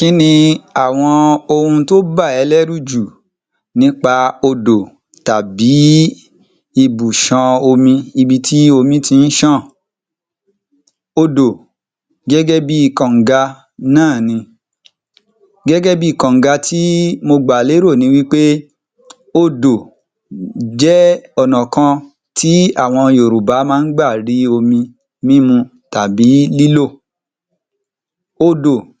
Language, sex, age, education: Yoruba, male, 30-45, tertiary